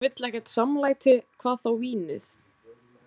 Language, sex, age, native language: Icelandic, female, 20-29, Icelandic